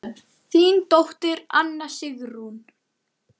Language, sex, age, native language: Icelandic, male, 9, Icelandic